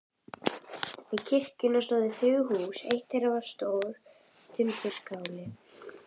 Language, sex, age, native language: Icelandic, female, 11, Icelandic